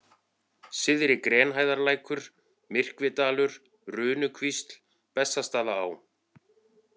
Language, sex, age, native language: Icelandic, male, 40-49, Icelandic